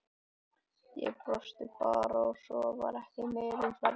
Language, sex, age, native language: Icelandic, male, 18-19, Icelandic